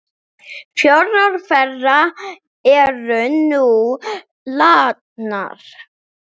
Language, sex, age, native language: Icelandic, female, 7, English